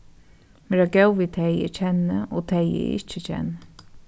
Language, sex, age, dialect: Faroese, female, 36-60, Norðuroyggjar